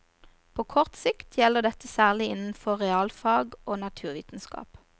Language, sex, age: Norwegian, female, 29